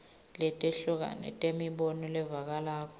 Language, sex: Swati, female